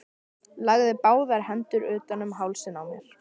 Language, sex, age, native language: Icelandic, male, 13, Icelandic